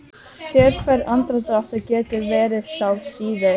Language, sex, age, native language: Icelandic, other, 12, Icelandic